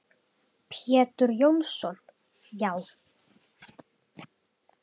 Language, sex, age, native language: Icelandic, male, 10, Icelandic